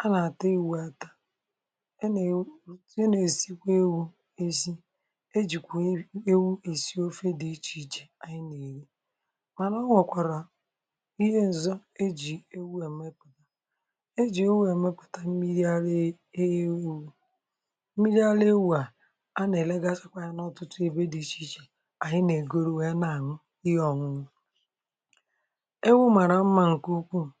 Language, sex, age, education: Igbo, female, 46-60, tertiary